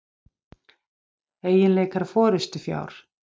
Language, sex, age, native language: Icelandic, female, 50-59, Icelandic